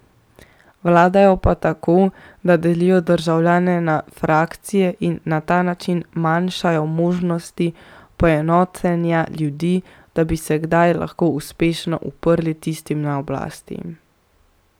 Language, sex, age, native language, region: Slovenian, female, 18-29, Slovenian, Central Slovenia